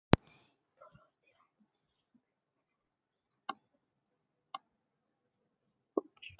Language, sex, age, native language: Icelandic, female, 9, Icelandic